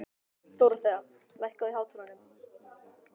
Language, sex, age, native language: Icelandic, male, 12, Icelandic